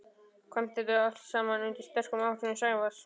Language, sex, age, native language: Icelandic, male, 12, Icelandic